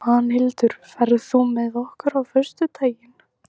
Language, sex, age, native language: Icelandic, female, 15, Icelandic